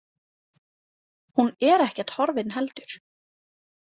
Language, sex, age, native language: Icelandic, female, 18-19, Icelandic